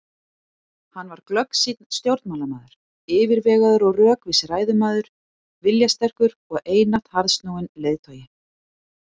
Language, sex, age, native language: Icelandic, female, 40-49, Icelandic